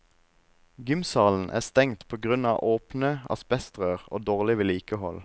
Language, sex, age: Norwegian, male, 26